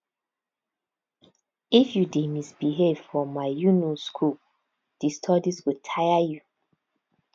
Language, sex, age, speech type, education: Nigerian Pidgin, female, 15-29, spontaneous, tertiary